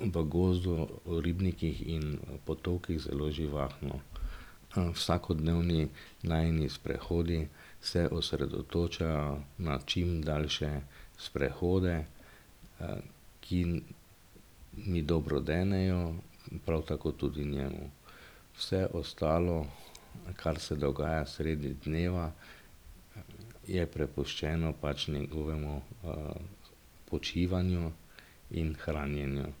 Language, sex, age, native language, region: Slovenian, male, 50-59, Slovenian, Drava region